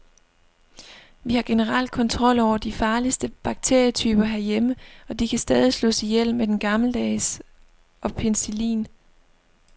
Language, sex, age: Danish, female, 25